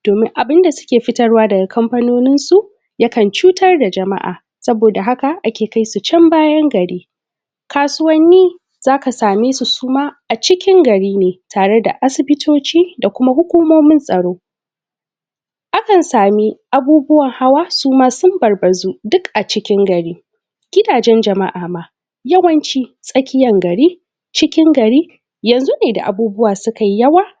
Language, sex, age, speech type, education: Hausa, female, 15-29, spontaneous, secondary